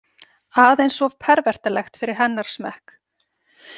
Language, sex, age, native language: Icelandic, female, 40-49, Icelandic